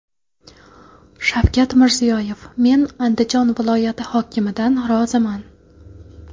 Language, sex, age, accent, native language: Uzbek, female, 18-24, Qoraqalpog'iston, Karakalpak